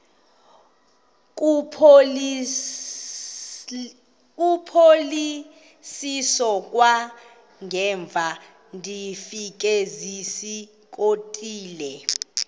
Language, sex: Xhosa, female